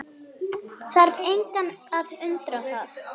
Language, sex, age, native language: Icelandic, male, 8, Icelandic